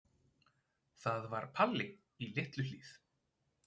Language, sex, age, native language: Icelandic, male, 20-29, Icelandic